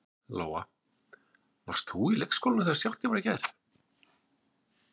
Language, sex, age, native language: Icelandic, male, 40-49, Icelandic